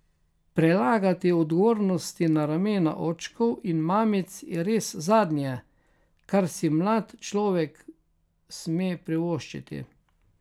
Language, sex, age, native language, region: Slovenian, male, 60+, Slovenian, Carinthia region